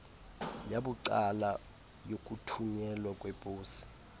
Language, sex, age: Xhosa, male, 18